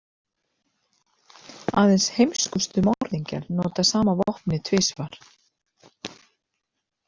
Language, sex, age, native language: Icelandic, female, 50-59, Icelandic